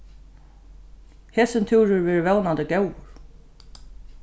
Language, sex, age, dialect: Faroese, female, 36-60, Norðurstreymoy/Eysturoy